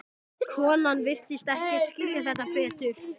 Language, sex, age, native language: Icelandic, male, 12, Icelandic